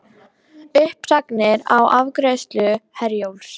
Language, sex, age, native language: Icelandic, female, 18-19, Icelandic